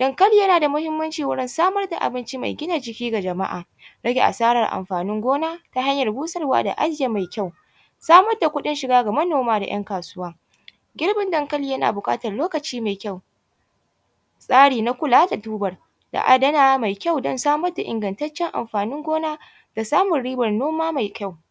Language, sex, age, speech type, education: Hausa, female, 15-29, spontaneous, tertiary